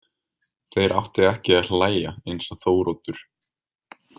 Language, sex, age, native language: Icelandic, male, 20-29, Icelandic